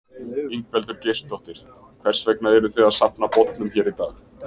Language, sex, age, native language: Icelandic, male, 20-29, Icelandic